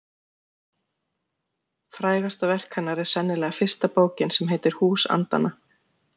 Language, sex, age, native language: Icelandic, female, 40-49, Icelandic